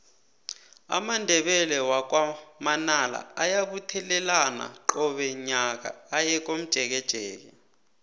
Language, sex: South Ndebele, male